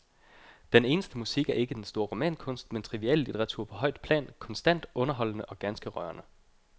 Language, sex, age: Danish, male, 29